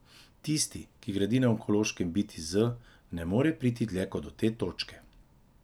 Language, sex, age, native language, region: Slovenian, male, 30-49, Slovenian, Drava region